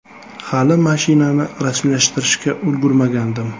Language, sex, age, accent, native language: Uzbek, male, 25-34, Toshkent shahri, Uzbek